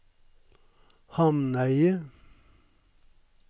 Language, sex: Norwegian, male